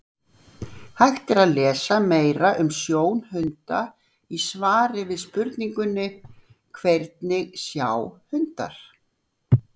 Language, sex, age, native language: Icelandic, female, 60-69, Icelandic